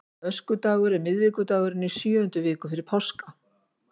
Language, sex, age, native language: Icelandic, female, 50-59, Icelandic